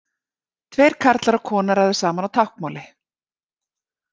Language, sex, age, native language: Icelandic, female, 40-49, Icelandic